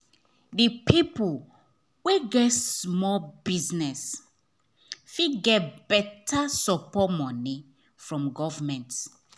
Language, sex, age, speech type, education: Nigerian Pidgin, female, 30-45, spontaneous, tertiary